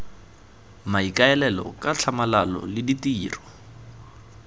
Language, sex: Tswana, male